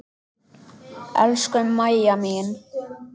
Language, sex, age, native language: Icelandic, male, 10, Icelandic